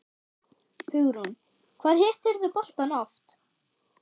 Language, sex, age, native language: Icelandic, female, 8, German